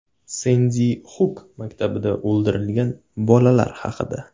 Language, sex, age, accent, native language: Uzbek, male, 18-24, Toshkent viloyati, Uzbek